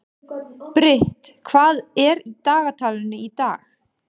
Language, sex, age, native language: Icelandic, male, 12, Danish